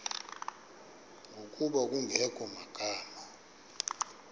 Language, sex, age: Xhosa, male, 23